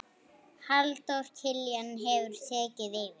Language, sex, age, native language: Icelandic, female, 8, Icelandic